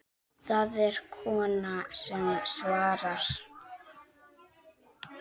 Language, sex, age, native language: Icelandic, male, 7, Icelandic